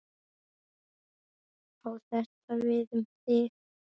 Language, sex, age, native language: Icelandic, male, 9, Icelandic